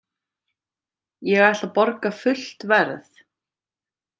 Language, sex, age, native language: Icelandic, female, 30-39, Icelandic